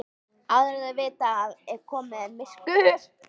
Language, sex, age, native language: Icelandic, female, 13, Icelandic